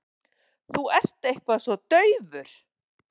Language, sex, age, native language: Icelandic, female, 40-49, Icelandic